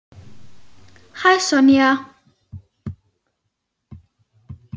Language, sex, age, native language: Icelandic, female, 10, Icelandic